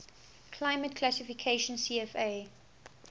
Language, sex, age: English, female, 18